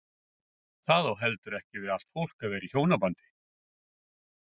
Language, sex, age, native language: Icelandic, male, 50-59, Icelandic